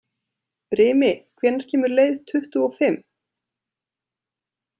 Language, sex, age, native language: Icelandic, female, 30-39, Icelandic